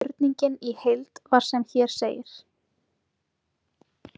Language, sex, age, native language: Icelandic, female, 20-29, Icelandic